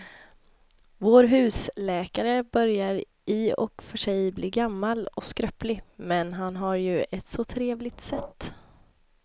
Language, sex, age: Swedish, female, 26